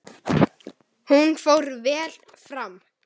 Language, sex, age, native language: Icelandic, male, 10, Icelandic